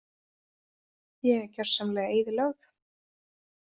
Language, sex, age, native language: Icelandic, female, 30-39, Icelandic